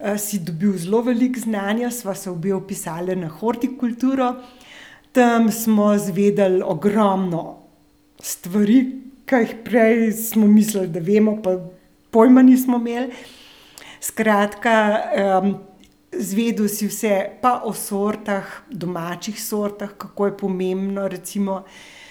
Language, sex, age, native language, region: Slovenian, female, 60+, Slovenian, Central Slovenia